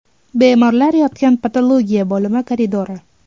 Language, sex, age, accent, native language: Uzbek, female, 18-24, Toshkent shahri, Uzbek